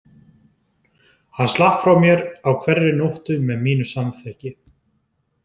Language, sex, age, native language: Icelandic, male, 20-29, Icelandic